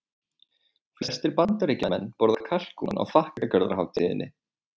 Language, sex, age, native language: Icelandic, male, 20-29, Icelandic